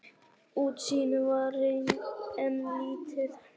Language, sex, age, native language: Icelandic, male, 10, Icelandic